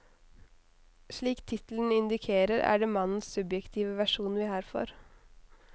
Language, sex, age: Norwegian, female, 21